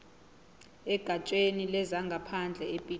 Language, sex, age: Zulu, female, 20